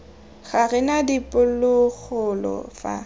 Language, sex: Tswana, female